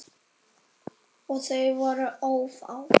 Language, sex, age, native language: Icelandic, male, 8, Icelandic